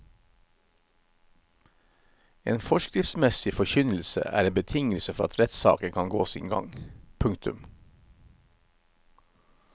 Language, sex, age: Norwegian, male, 51